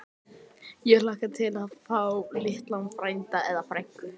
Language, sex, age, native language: Icelandic, male, 11, Icelandic